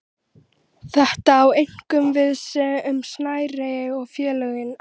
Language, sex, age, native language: Icelandic, female, 13, Icelandic